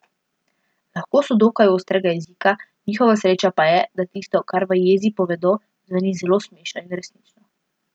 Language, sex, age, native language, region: Slovenian, female, 12-17, Slovenian, Central Slovenia